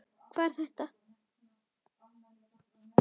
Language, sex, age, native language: Icelandic, female, 10, Icelandic